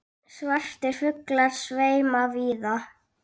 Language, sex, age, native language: Icelandic, female, 9, Icelandic